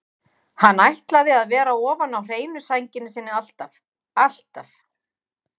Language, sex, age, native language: Icelandic, female, 50-59, Icelandic